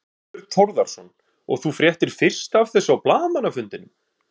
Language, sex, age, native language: Icelandic, male, 30-39, Icelandic